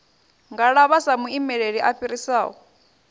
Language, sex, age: Venda, female, 21